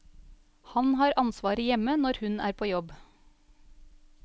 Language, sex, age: Norwegian, female, 35